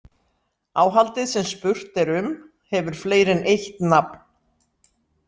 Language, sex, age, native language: Icelandic, female, 60-69, Icelandic